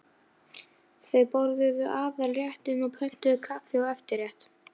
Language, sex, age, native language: Icelandic, female, 11, Icelandic